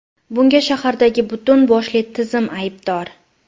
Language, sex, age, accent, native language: Uzbek, female, 25-34, Farg'ona, Uzbek